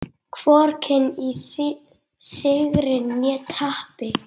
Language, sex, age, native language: Icelandic, male, 8, Icelandic